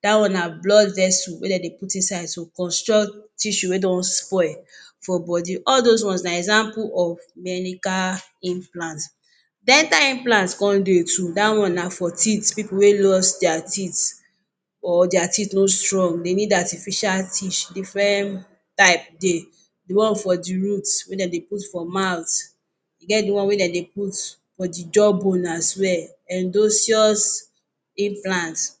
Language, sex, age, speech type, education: Nigerian Pidgin, female, 30-45, spontaneous, tertiary